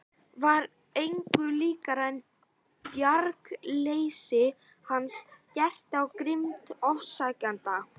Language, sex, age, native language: Icelandic, female, 11, Icelandic